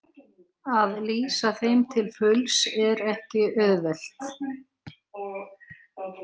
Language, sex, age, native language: Icelandic, female, 60-69, Icelandic